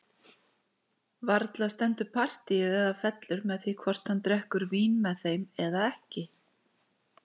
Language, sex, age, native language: Icelandic, female, 40-49, Icelandic